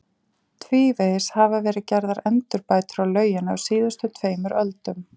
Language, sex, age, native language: Icelandic, female, 40-49, Icelandic